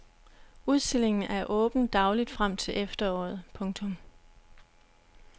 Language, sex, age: Danish, female, 26